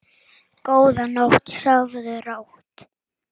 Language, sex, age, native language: Icelandic, female, 7, Icelandic